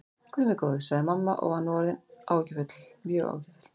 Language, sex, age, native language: Icelandic, female, 40-49, Icelandic